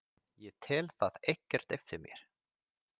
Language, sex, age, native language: Icelandic, male, 30-39, Swedish